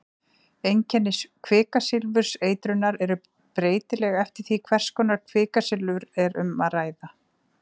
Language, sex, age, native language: Icelandic, female, 40-49, Icelandic